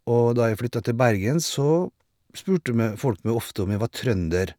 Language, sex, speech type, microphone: Norwegian, male, spontaneous, Shure